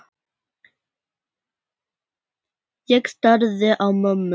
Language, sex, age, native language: Icelandic, female, 10, Icelandic